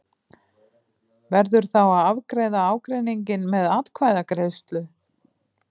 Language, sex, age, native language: Icelandic, female, 50-59, Icelandic